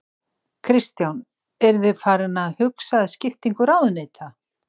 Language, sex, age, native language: Icelandic, female, 60-69, Icelandic